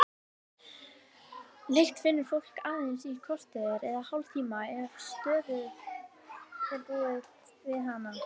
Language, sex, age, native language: Icelandic, female, 18-19, Icelandic